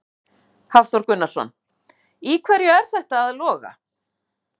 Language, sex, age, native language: Icelandic, female, 50-59, Icelandic